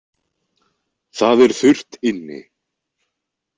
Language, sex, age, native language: Icelandic, male, 20-29, Icelandic